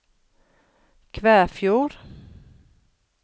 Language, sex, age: Norwegian, female, 42